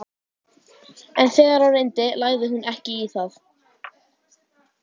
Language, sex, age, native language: Icelandic, female, 12, Icelandic